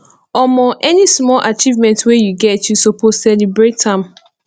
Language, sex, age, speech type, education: Nigerian Pidgin, female, 15-29, spontaneous, tertiary